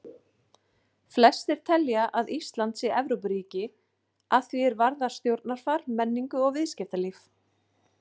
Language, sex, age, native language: Icelandic, female, 40-49, Icelandic